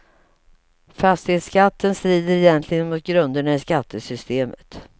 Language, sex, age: Swedish, female, 55